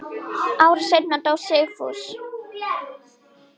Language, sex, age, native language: Icelandic, female, 10, Icelandic